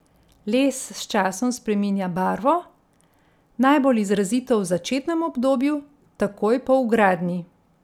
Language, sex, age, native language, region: Slovenian, female, 50-59, Slovenian, Central Slovenia